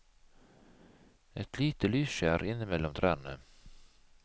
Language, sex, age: Norwegian, male, 51